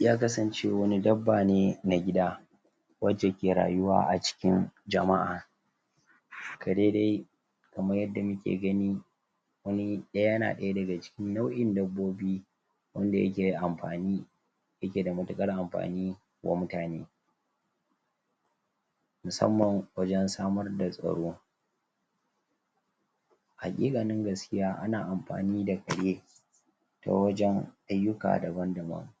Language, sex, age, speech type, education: Hausa, female, 15-29, spontaneous, tertiary